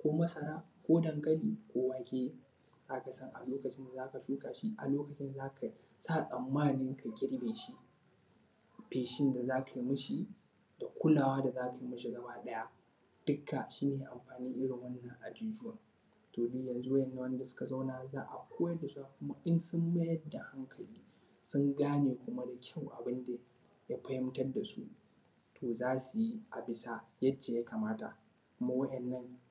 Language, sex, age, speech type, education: Hausa, male, 15-29, spontaneous, tertiary